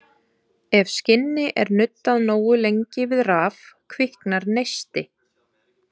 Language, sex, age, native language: Icelandic, female, 30-39, Icelandic